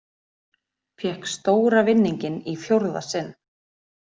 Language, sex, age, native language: Icelandic, female, 40-49, Icelandic